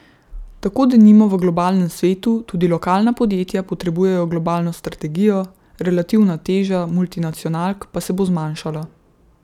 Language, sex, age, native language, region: Slovenian, female, 18-29, Slovenian, Central Slovenia